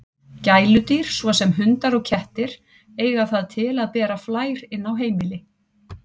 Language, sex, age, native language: Icelandic, female, 40-49, Icelandic